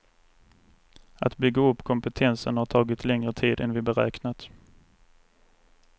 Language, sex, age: Swedish, male, 24